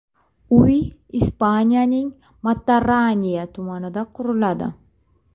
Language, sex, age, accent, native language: Uzbek, female, 25-34, Toshkent viloyati, Uzbek